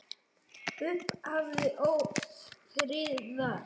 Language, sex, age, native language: Icelandic, male, 7, Icelandic